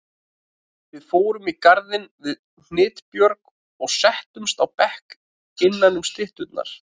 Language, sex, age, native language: Icelandic, male, 30-39, Icelandic